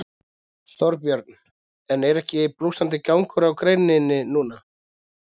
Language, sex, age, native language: Icelandic, male, 30-39, Icelandic